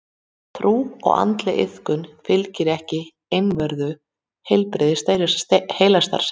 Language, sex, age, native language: Icelandic, female, 40-49, Icelandic